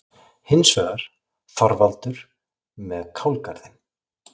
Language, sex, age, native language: Icelandic, male, 40-49, Icelandic